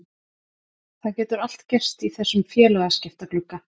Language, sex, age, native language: Icelandic, female, 50-59, Icelandic